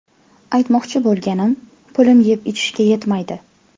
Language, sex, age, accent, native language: Uzbek, female, 18-24, Farg'ona, Uzbek